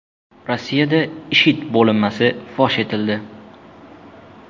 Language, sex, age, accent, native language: Uzbek, male, 12-17, Jizzax, Uzbek